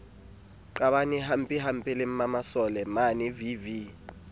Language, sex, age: Southern Sotho, male, 27